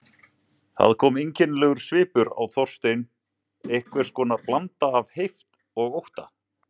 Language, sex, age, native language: Icelandic, male, 40-49, Icelandic